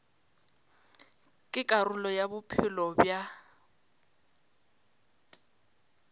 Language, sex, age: Northern Sotho, female, 22